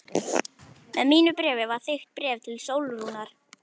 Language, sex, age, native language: Icelandic, male, 11, Icelandic